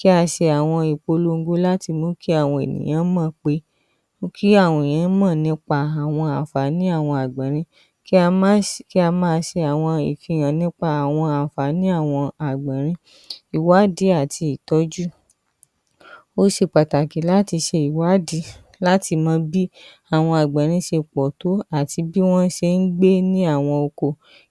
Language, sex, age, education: Yoruba, female, 30-45, tertiary